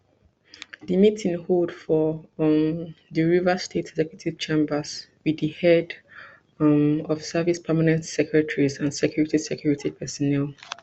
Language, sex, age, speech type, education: Nigerian Pidgin, female, 30-45, spontaneous, tertiary